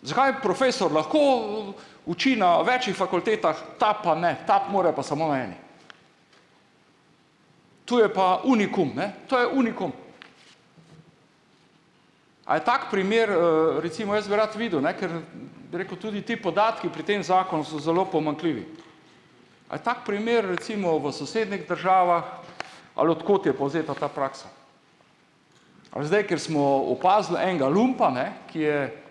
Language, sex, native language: Slovenian, male, Slovenian